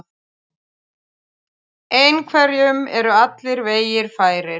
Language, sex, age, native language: Icelandic, female, 30-39, Icelandic